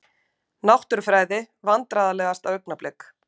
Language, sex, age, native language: Icelandic, female, 50-59, Icelandic